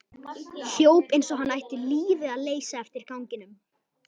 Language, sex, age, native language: Icelandic, male, 11, Icelandic